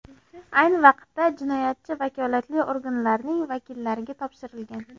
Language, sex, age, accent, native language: Uzbek, female, 18-24, Andijon, Uzbek